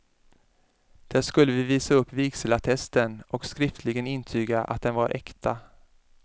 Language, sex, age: Swedish, male, 33